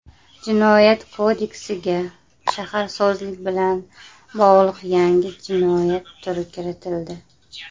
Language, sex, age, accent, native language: Uzbek, female, 30-39, Qashqadaryo, Uzbek